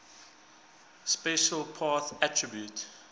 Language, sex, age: English, male, 20